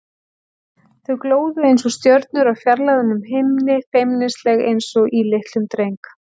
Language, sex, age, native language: Icelandic, female, 40-49, Icelandic